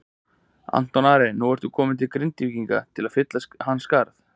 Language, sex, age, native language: Icelandic, male, 20-29, Icelandic